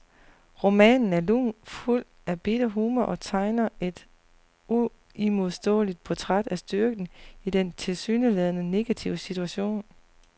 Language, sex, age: Danish, female, 40